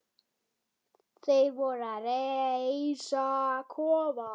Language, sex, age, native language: Icelandic, male, 10, Icelandic